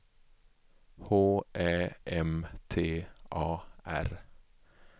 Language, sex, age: Swedish, male, 24